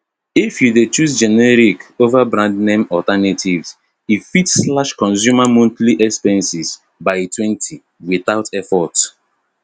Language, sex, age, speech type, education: Nigerian Pidgin, male, 30-45, spontaneous, tertiary